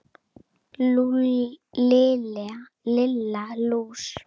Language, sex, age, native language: Icelandic, female, 9, Icelandic